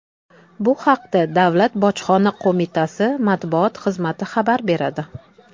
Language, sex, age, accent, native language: Uzbek, female, 30-39, Toshkent shahri, Uzbek